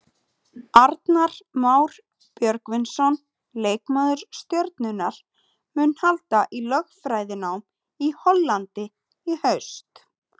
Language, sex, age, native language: Icelandic, female, 30-39, Icelandic